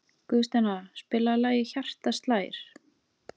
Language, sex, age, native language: Icelandic, female, 30-39, Icelandic